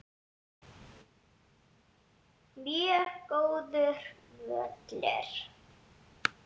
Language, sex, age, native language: Icelandic, female, 7, Icelandic